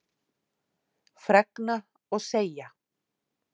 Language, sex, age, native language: Icelandic, female, 50-59, Icelandic